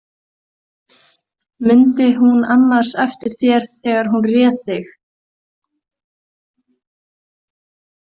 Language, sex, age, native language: Icelandic, female, 40-49, Icelandic